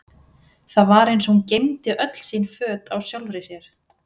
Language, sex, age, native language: Icelandic, female, 30-39, Icelandic